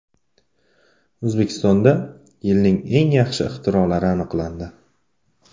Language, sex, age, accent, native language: Uzbek, male, 25-34, Andijon, Uzbek